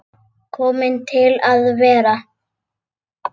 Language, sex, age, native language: Icelandic, female, 8, Icelandic